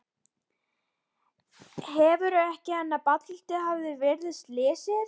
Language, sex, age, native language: Icelandic, female, 12, Icelandic